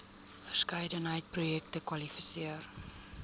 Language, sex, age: Afrikaans, female, 22